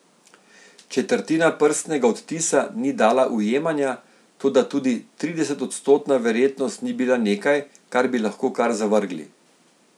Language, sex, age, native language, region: Slovenian, male, 50-59, Slovenian, Central Slovenia